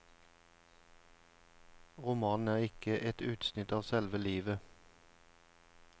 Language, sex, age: Norwegian, male, 34